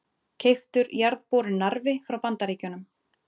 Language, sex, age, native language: Icelandic, female, 30-39, Icelandic